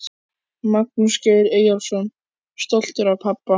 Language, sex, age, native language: Icelandic, male, 14, Icelandic